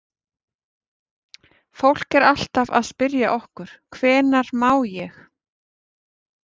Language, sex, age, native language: Icelandic, female, 40-49, Icelandic